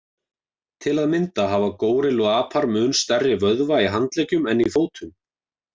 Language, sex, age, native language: Icelandic, male, 20-29, Icelandic